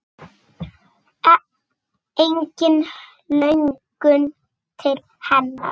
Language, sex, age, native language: Icelandic, female, 6, Icelandic